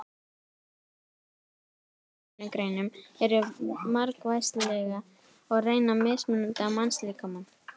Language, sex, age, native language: Icelandic, female, 18-19, Icelandic